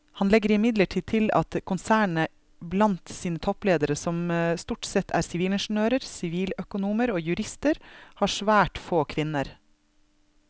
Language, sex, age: Norwegian, female, 32